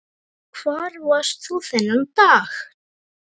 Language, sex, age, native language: Icelandic, male, 9, Icelandic